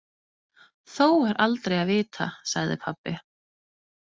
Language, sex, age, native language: Icelandic, female, 30-39, Danish